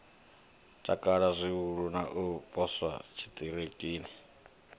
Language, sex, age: Venda, male, 25